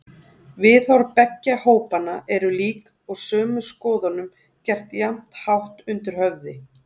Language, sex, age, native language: Icelandic, female, 40-49, Icelandic